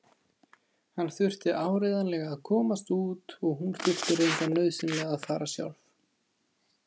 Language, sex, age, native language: Icelandic, male, 30-39, Icelandic